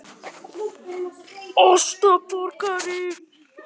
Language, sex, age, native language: Icelandic, male, 18-19, Icelandic